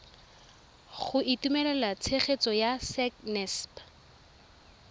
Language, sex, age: Tswana, female, 23